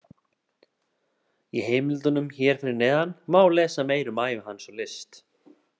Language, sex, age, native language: Icelandic, male, 30-39, Icelandic